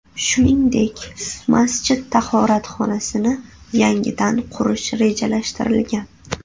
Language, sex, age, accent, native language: Uzbek, female, 18-24, Buxoro, Uzbek